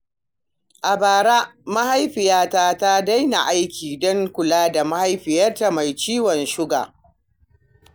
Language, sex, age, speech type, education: Hausa, female, 60+, read, primary